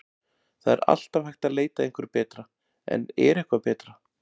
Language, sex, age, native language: Icelandic, male, 40-49, Icelandic